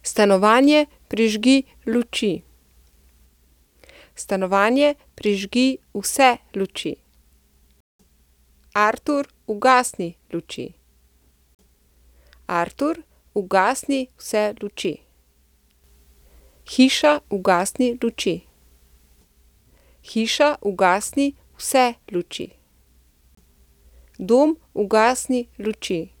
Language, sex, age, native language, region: Slovenian, female, 50-59, Slovenian, Central Slovenia